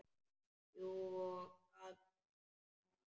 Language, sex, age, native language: Icelandic, male, 10, Icelandic